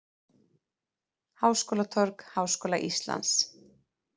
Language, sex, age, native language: Icelandic, female, 30-39, Icelandic